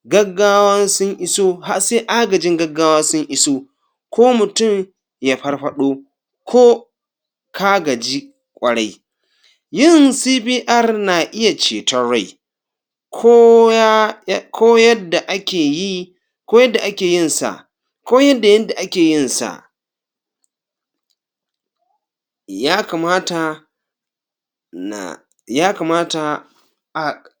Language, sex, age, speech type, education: Hausa, male, 46-60, spontaneous, tertiary